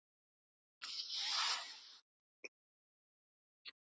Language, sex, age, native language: Icelandic, female, 50-59, Icelandic